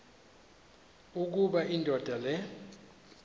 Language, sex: Xhosa, male